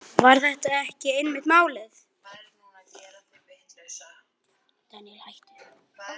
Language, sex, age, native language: Icelandic, male, 9, Icelandic